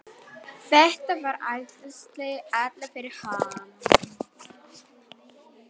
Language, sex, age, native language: Icelandic, female, 11, Polish